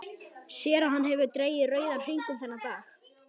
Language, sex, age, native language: Icelandic, male, 11, Icelandic